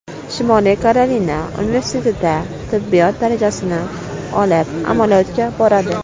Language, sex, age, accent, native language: Uzbek, female, under 19, Toshkent viloyati, Uzbek